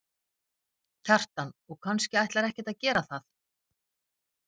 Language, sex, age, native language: Icelandic, female, 50-59, Icelandic